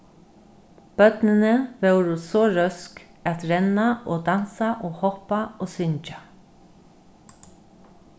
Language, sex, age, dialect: Faroese, female, 36-60, Norðurstreymoy/Eysturoy